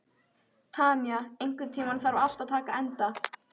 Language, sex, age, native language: Icelandic, female, 13, Icelandic